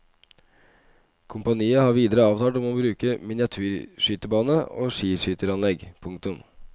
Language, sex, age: Norwegian, male, 25